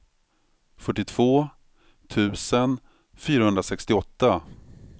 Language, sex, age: Swedish, male, 45